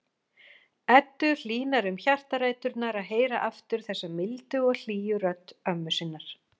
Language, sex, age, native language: Icelandic, female, 40-49, Icelandic